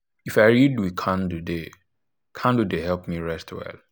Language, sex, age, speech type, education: Nigerian Pidgin, male, 15-29, spontaneous, tertiary